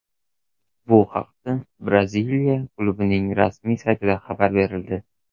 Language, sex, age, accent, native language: Uzbek, male, 18-24, Toshkent shahri, Uzbek